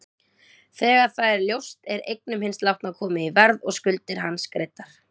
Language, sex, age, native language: Icelandic, female, 20-29, Icelandic